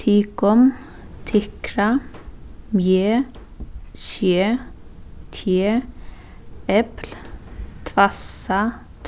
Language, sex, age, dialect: Faroese, female, 15-35, Suðuroy